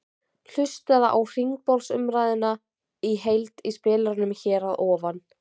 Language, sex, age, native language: Icelandic, female, 20-29, Icelandic